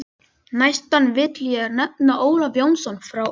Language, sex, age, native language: Icelandic, male, 11, Icelandic